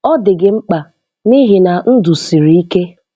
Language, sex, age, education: Igbo, female, 15-29, tertiary